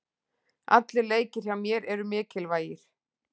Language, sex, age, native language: Icelandic, female, 40-49, Icelandic